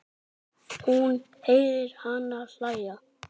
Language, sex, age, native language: Icelandic, male, 9, Icelandic